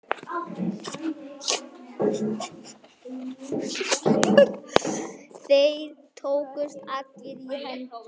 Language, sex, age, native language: Icelandic, male, 9, Icelandic